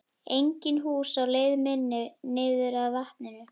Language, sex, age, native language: Icelandic, female, 11, Icelandic